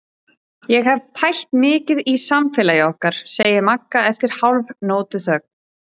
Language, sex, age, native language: Icelandic, female, 30-39, Icelandic